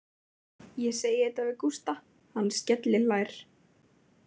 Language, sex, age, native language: Icelandic, female, 20-29, Icelandic